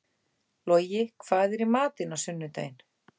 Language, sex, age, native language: Icelandic, female, 18-19, Icelandic